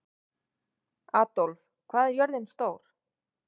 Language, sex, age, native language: Icelandic, female, 30-39, Icelandic